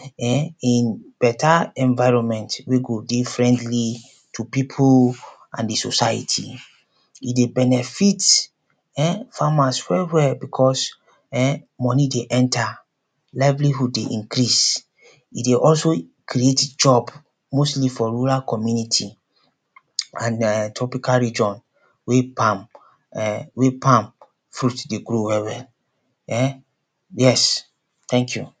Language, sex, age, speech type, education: Nigerian Pidgin, male, 30-45, spontaneous, secondary